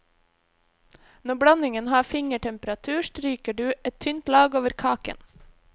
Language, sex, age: Norwegian, female, 26